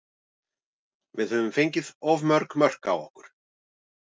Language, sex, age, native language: Icelandic, male, 40-49, Icelandic